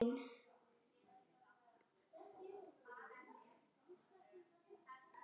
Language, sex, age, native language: Icelandic, male, 8, Icelandic